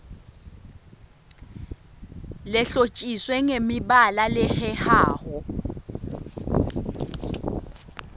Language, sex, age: Swati, female, 20